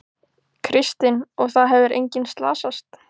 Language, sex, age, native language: Icelandic, female, 15, Icelandic